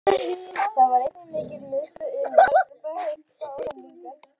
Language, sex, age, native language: Icelandic, female, 18-19, Icelandic